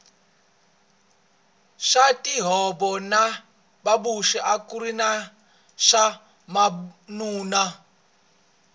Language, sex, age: Tsonga, male, 26